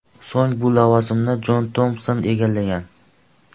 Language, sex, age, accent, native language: Uzbek, male, 12-17, Andijon, Uzbek